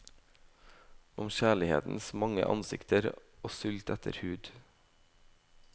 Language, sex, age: Norwegian, male, 18